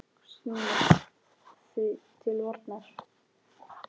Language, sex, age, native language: Icelandic, male, 10, Icelandic